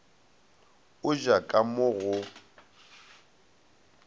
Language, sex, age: Northern Sotho, male, 19